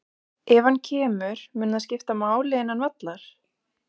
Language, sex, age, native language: Icelandic, female, 20-29, Icelandic